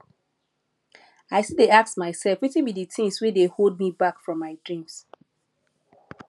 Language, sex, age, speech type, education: Nigerian Pidgin, female, 15-29, spontaneous, tertiary